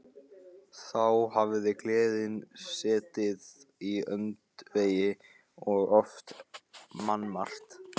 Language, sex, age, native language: Icelandic, male, 15, Icelandic